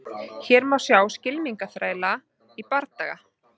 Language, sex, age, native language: Icelandic, female, 30-39, Icelandic